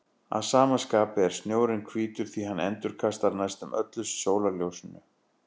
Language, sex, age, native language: Icelandic, male, 40-49, Icelandic